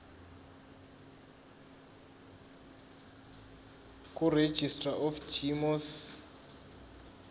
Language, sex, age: Zulu, male, 20